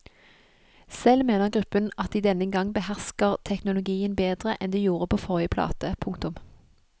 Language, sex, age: Norwegian, female, 31